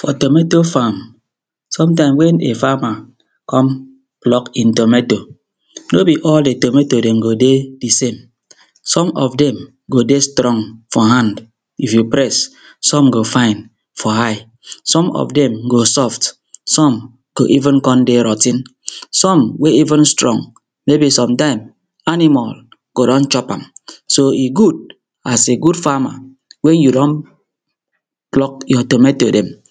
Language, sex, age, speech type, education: Nigerian Pidgin, male, 30-45, spontaneous, tertiary